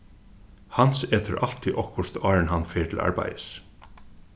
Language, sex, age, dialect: Faroese, male, 36-60, Suðurstreymoy